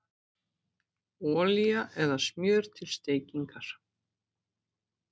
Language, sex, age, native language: Icelandic, female, 50-59, Icelandic